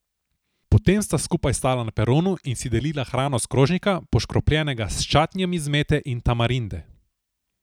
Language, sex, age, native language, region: Slovenian, male, 18-29, Slovenian, Southeast Slovenia